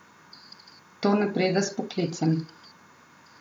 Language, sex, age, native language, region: Slovenian, female, 30-49, Slovenian, Southeast Slovenia